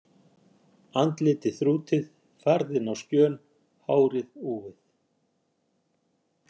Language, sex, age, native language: Icelandic, male, 60-69, Icelandic